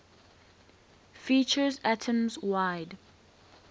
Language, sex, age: English, female, 19